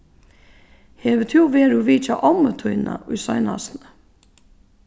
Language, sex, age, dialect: Faroese, female, 36-60, Suðurstreymoy